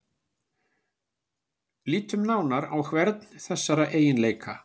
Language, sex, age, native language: Icelandic, male, 60-69, Icelandic